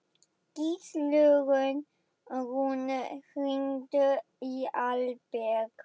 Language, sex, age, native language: Icelandic, female, 11, German